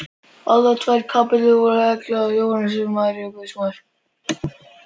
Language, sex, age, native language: Icelandic, male, 13, Icelandic